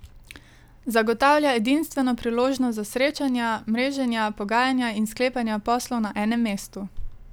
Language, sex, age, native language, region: Slovenian, female, 18-29, Slovenian, Savinja region